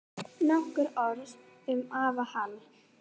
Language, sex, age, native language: Icelandic, female, 10, Icelandic